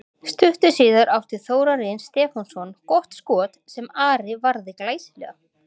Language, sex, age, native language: Icelandic, female, 30-39, Icelandic